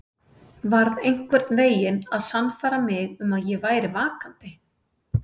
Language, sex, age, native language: Icelandic, female, 30-39, Icelandic